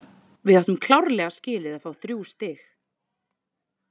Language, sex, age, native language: Icelandic, female, 20-29, Icelandic